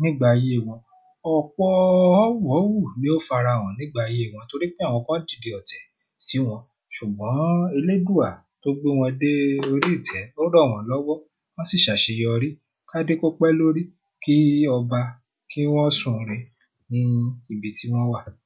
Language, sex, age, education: Yoruba, male, 15-29, tertiary